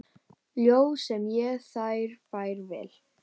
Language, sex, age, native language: Icelandic, female, 18-19, Icelandic